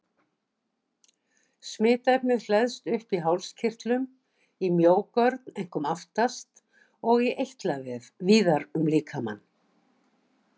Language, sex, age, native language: Icelandic, female, 60-69, Icelandic